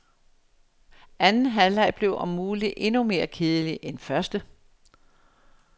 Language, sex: Danish, female